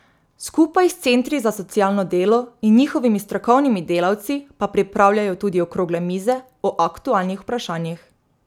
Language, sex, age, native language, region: Slovenian, female, 18-29, Slovenian, Drava region